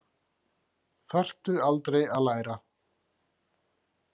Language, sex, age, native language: Icelandic, male, 40-49, Icelandic